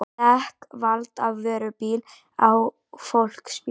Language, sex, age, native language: Icelandic, female, 18-19, Icelandic